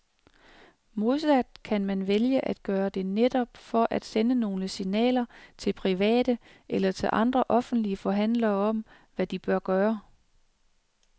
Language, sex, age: Danish, female, 36